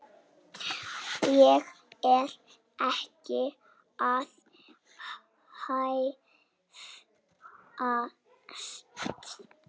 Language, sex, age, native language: Icelandic, male, 6, Icelandic